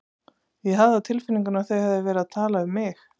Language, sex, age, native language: Icelandic, female, 30-39, Icelandic